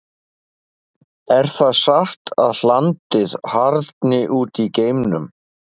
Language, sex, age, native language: Icelandic, male, 50-59, Icelandic